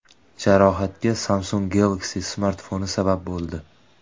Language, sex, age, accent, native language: Uzbek, male, 18-24, Toshkent viloyati, Uzbek